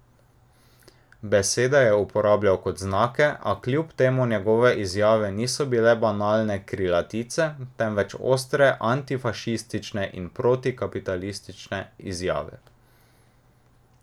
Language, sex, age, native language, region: Slovenian, male, 18-29, Slovenian, Drava region